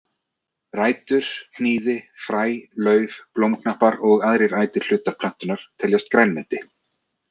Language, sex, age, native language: Icelandic, male, 30-39, Icelandic